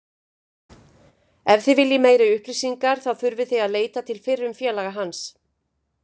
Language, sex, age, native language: Icelandic, female, 50-59, Icelandic